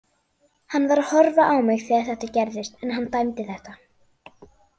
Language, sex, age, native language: Icelandic, female, 40-49, Icelandic